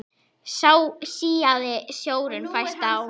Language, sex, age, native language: Icelandic, female, 10, Icelandic